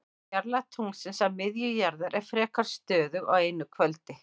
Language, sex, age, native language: Icelandic, female, 50-59, Icelandic